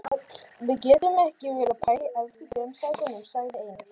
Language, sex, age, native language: Icelandic, female, 18-19, Icelandic